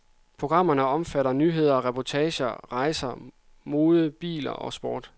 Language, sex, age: Danish, male, 26